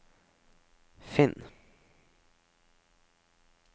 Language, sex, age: Norwegian, male, 17